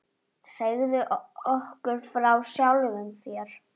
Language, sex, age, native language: Icelandic, female, 9, Icelandic